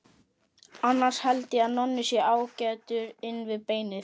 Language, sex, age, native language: Icelandic, male, 11, Icelandic